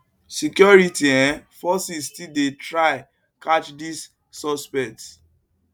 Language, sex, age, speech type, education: Nigerian Pidgin, male, 15-29, spontaneous, tertiary